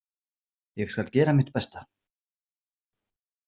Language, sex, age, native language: Icelandic, male, 40-49, Icelandic